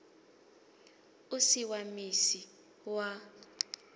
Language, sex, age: Venda, female, 25